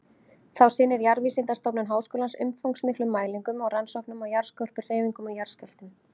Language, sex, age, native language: Icelandic, female, 30-39, Icelandic